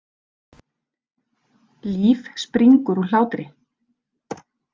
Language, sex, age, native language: Icelandic, female, 40-49, Icelandic